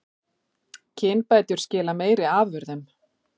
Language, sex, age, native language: Icelandic, female, 40-49, Icelandic